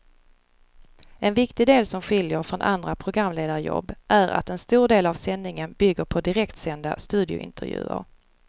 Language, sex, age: Swedish, female, 35